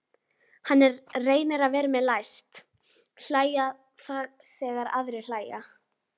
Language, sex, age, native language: Icelandic, female, 12, Icelandic